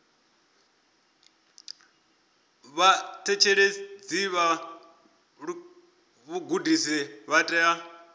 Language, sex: Venda, male